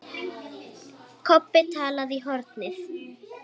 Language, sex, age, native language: Icelandic, female, 8, Icelandic